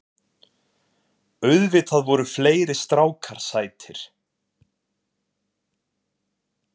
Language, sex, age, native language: Icelandic, male, 20-29, Icelandic